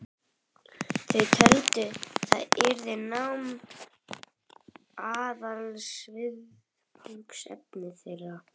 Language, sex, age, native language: Icelandic, female, 11, Icelandic